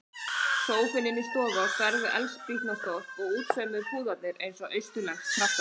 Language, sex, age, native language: Icelandic, female, 30-39, Icelandic